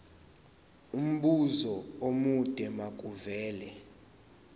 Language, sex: Zulu, male